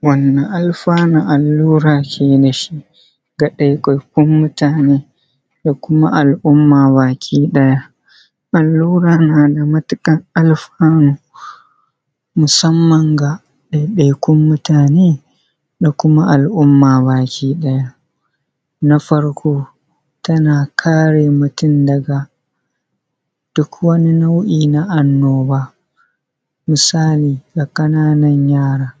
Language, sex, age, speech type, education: Hausa, male, 30-45, spontaneous, secondary